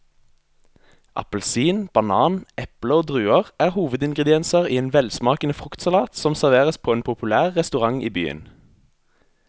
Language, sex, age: Norwegian, male, 22